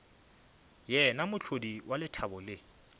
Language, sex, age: Northern Sotho, male, 24